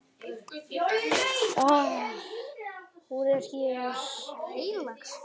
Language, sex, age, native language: Icelandic, male, 10, Icelandic